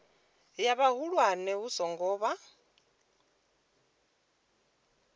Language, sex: Venda, female